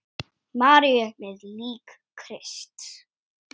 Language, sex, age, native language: Icelandic, male, 7, Icelandic